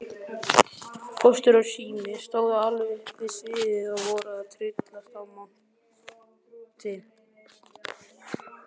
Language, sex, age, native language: Icelandic, male, 20-29, Icelandic